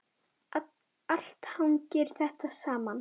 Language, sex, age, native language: Icelandic, female, 10, Icelandic